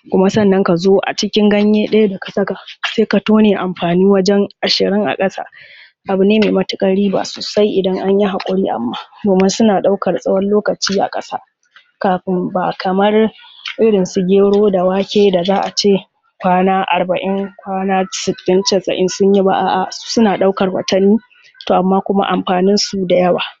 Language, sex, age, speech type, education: Hausa, female, 15-29, spontaneous, secondary